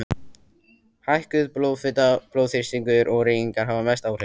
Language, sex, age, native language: Icelandic, male, 14, Icelandic